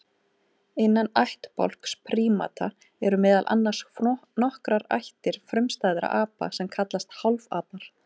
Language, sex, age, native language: Icelandic, female, 30-39, Icelandic